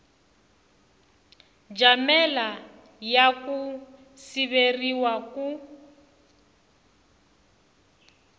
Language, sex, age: Tsonga, female, 21